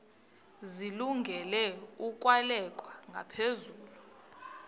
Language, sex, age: Xhosa, female, 38